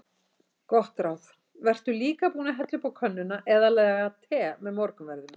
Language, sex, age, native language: Icelandic, female, 60-69, Icelandic